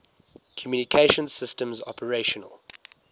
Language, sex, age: English, male, 19